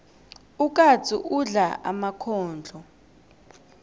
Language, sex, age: South Ndebele, female, 18